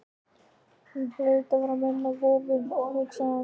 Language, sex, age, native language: Icelandic, male, 13, Icelandic